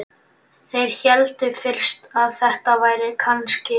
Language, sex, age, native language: Icelandic, male, 11, Icelandic